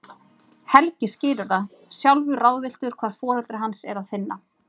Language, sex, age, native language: Icelandic, female, 30-39, Icelandic